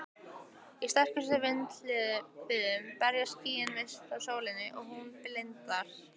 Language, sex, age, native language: Icelandic, female, 15, Icelandic